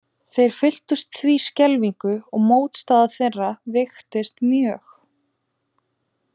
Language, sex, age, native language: Icelandic, female, 20-29, Icelandic